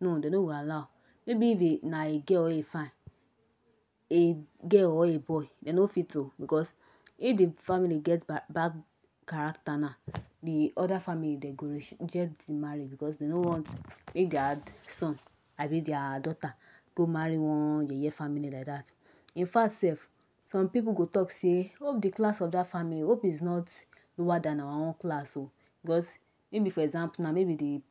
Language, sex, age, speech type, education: Nigerian Pidgin, female, 60+, spontaneous, tertiary